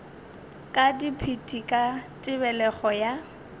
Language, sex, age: Northern Sotho, female, 20